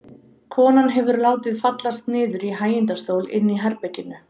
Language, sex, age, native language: Icelandic, female, 30-39, Icelandic